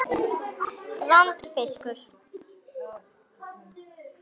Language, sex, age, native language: Icelandic, female, 8, Icelandic